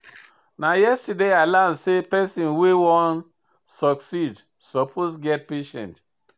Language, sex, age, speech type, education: Nigerian Pidgin, male, 46-60, read, tertiary